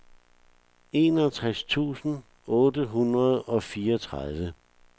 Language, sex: Danish, male